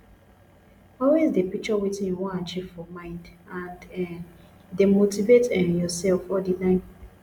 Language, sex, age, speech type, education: Nigerian Pidgin, female, 15-29, spontaneous, tertiary